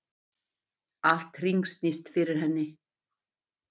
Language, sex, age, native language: Icelandic, female, 50-59, Icelandic